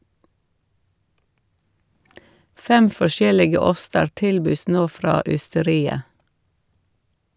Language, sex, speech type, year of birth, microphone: Norwegian, female, read, 1956, Shure